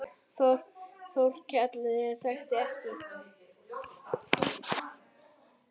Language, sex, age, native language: Icelandic, male, 9, Icelandic